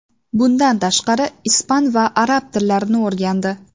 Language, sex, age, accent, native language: Uzbek, female, 18-24, Sirdaryo, Uzbek